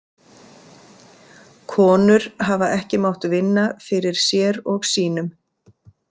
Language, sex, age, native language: Icelandic, female, 50-59, Icelandic